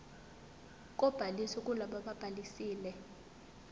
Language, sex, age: Zulu, female, 18